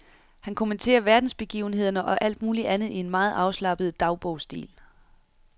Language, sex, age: Danish, female, 31